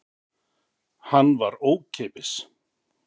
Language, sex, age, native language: Icelandic, male, 50-59, Icelandic